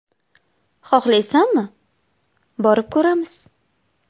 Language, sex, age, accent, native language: Uzbek, female, 25-34, Samarqand, Uzbek